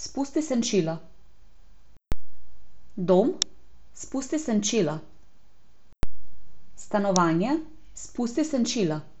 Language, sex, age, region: Slovenian, female, 18-29, Abroad